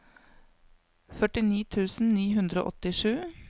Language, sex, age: Norwegian, female, 55